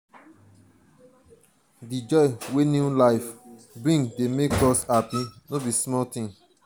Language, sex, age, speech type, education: Nigerian Pidgin, male, 30-45, spontaneous, tertiary